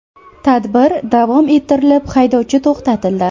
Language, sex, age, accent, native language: Uzbek, female, 18-24, Toshkent shahri, Uzbek